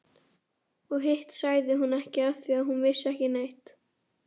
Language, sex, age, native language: Icelandic, female, 11, Icelandic